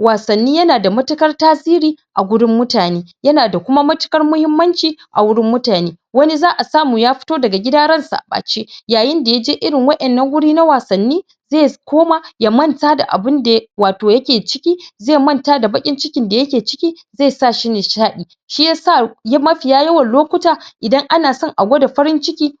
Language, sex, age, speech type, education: Hausa, male, 15-29, spontaneous, secondary